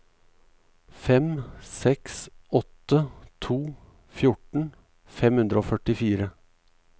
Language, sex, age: Norwegian, male, 38